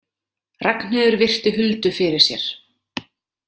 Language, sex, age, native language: Icelandic, female, 30-39, Icelandic